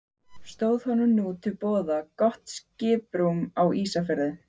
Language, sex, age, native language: Icelandic, female, 15, Icelandic